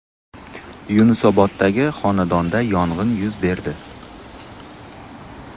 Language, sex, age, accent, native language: Uzbek, male, 25-34, Samarqand, Uzbek